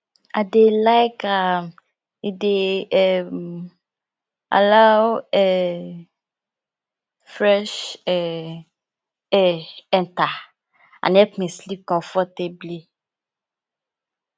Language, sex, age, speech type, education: Nigerian Pidgin, female, 15-29, spontaneous, tertiary